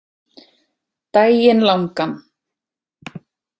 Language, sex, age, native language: Icelandic, female, 20-29, Icelandic